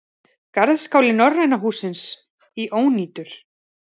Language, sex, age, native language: Icelandic, male, 30-39, Icelandic